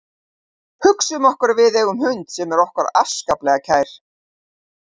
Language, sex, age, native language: Icelandic, female, 50-59, Icelandic